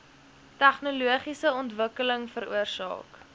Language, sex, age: Afrikaans, female, 19